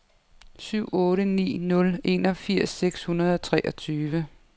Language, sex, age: Danish, female, 55